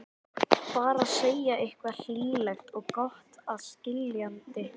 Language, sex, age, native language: Icelandic, male, 11, Icelandic